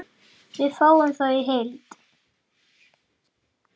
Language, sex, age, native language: Icelandic, male, 7, Icelandic